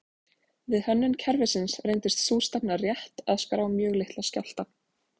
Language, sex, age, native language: Icelandic, female, 20-29, Icelandic